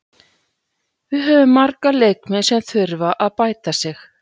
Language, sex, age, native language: Icelandic, female, 40-49, Icelandic